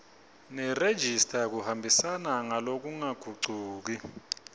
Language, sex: Swati, male